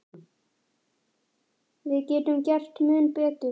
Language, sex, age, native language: Icelandic, male, 9, Icelandic